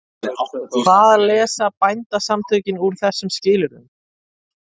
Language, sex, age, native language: Icelandic, male, 30-39, Icelandic